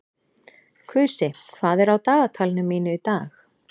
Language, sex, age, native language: Icelandic, female, 40-49, Icelandic